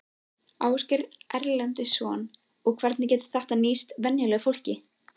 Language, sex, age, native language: Icelandic, female, 13, Icelandic